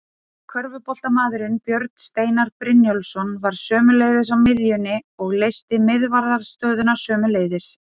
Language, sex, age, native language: Icelandic, female, 30-39, Icelandic